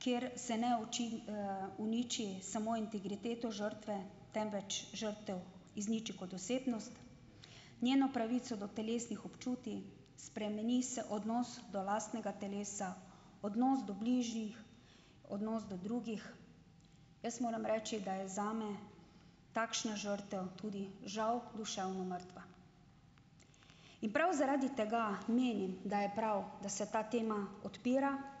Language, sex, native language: Slovenian, female, Slovenian